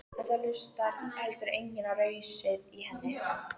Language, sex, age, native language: Icelandic, female, 13, Icelandic